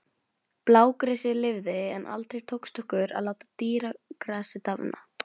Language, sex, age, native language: Icelandic, female, 11, Norwegian